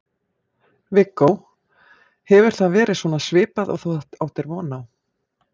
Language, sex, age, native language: Icelandic, female, 40-49, Icelandic